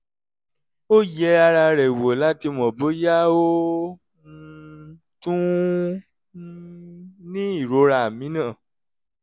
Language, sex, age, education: Yoruba, male, 30-45, tertiary